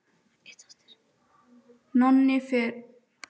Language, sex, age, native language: Icelandic, female, 10, Icelandic